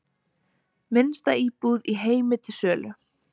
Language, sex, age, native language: Icelandic, female, 20-29, Icelandic